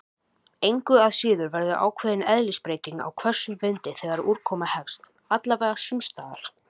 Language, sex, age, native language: Icelandic, male, 18-19, Icelandic